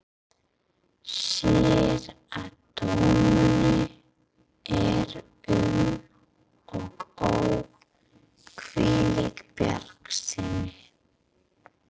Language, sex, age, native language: Icelandic, female, 30-39, English